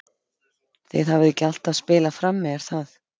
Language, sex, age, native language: Icelandic, female, 50-59, Icelandic